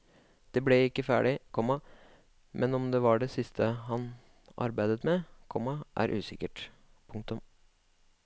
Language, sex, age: Norwegian, male, 25